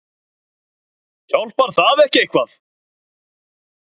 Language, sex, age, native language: Icelandic, male, 30-39, Icelandic